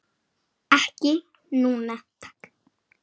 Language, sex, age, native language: Icelandic, male, 8, Icelandic